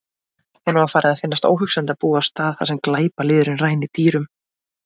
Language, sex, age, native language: Icelandic, female, 20-29, Icelandic